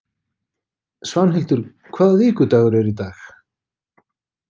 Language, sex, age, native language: Icelandic, male, 50-59, Icelandic